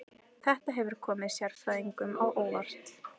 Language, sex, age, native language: Icelandic, female, 30-39, Icelandic